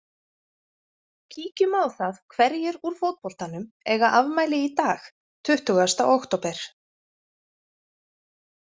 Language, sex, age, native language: Icelandic, female, 40-49, Icelandic